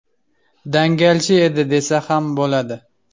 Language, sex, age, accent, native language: Uzbek, male, 25-34, Samarqand, Uzbek